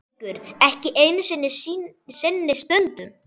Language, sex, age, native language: Icelandic, male, 10, Icelandic